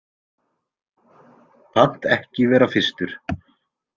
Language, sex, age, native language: Icelandic, male, 20-29, Icelandic